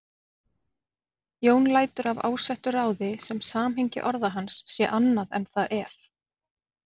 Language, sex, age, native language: Icelandic, female, 40-49, Icelandic